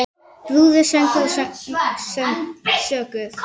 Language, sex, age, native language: Icelandic, female, 9, Icelandic